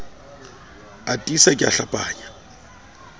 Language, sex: Southern Sotho, male